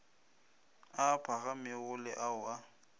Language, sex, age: Northern Sotho, male, 25